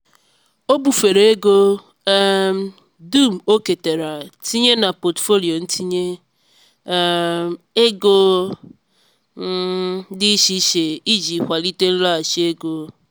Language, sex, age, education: Igbo, female, 15-29, tertiary